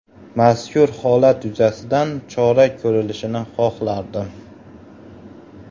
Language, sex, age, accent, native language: Uzbek, male, 18-24, Farg'ona, Uzbek